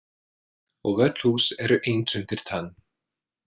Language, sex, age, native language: Icelandic, male, 20-29, English